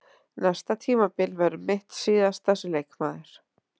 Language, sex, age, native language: Icelandic, female, 30-39, Icelandic